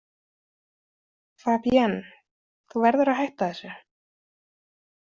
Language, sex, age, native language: Icelandic, female, 30-39, Icelandic